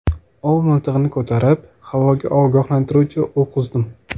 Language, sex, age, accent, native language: Uzbek, male, 18-24, Toshkent viloyati, Uzbek